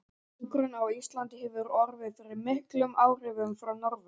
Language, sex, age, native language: Icelandic, male, 11, Icelandic